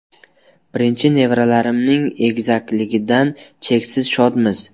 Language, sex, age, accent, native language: Uzbek, male, 19-29, Buxoro, Uzbek